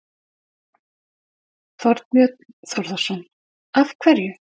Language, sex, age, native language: Icelandic, female, 50-59, Icelandic